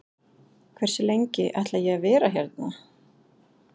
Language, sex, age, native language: Icelandic, female, 40-49, Icelandic